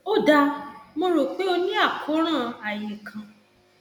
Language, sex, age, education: Yoruba, female, 30-45, tertiary